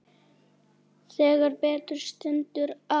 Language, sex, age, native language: Icelandic, male, 8, Icelandic